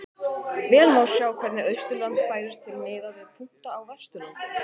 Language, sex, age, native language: Icelandic, male, 18-19, Icelandic